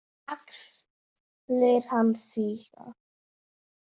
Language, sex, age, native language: Icelandic, female, 7, Icelandic